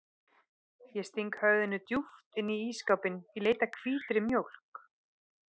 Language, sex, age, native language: Icelandic, female, 30-39, Icelandic